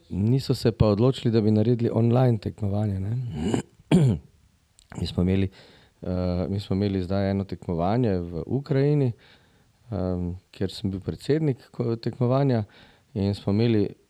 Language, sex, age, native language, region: Slovenian, male, 50-59, Slovenian, Drava region